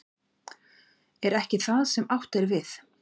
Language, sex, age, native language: Icelandic, female, 40-49, Icelandic